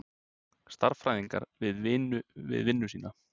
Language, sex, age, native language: Icelandic, male, 30-39, Icelandic